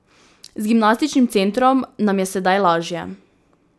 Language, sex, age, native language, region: Slovenian, female, 18-29, Slovenian, Drava region